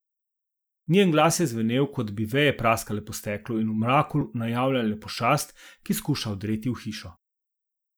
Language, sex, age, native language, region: Slovenian, male, 50-59, Slovenian, Zasavska region